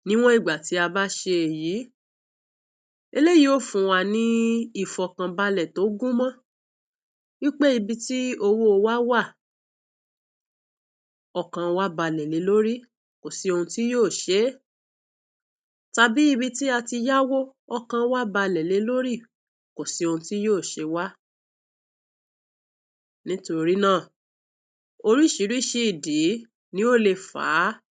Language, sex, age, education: Yoruba, male, 30-45, tertiary